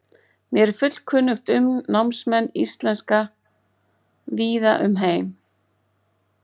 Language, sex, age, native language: Icelandic, female, 40-49, Icelandic